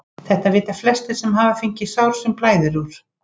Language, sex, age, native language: Icelandic, female, 50-59, Icelandic